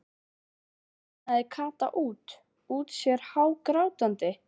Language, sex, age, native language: Icelandic, female, 11, Icelandic